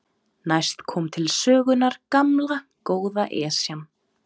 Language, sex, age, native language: Icelandic, female, 20-29, Serbo-Croatian